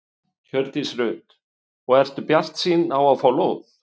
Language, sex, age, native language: Icelandic, male, 50-59, Icelandic